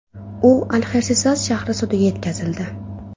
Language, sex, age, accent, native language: Uzbek, female, under 19, Toshkent viloyati, Uzbek